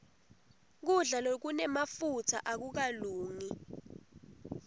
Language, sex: Swati, female